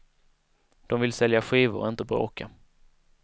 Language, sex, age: Swedish, male, 19